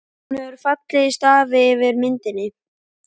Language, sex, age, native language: Icelandic, male, 11, Icelandic